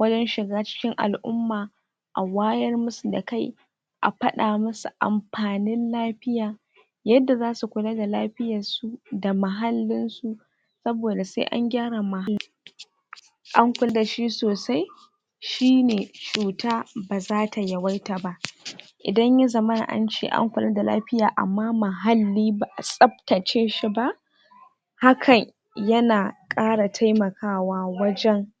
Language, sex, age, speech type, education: Hausa, female, 46-60, spontaneous, tertiary